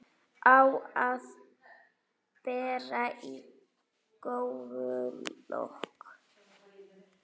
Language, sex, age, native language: Icelandic, female, 8, Icelandic